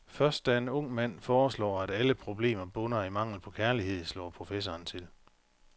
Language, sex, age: Danish, male, 45